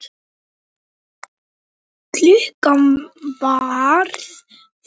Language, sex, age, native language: Icelandic, male, 9, Icelandic